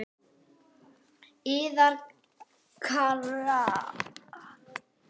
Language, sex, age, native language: Icelandic, female, 8, Icelandic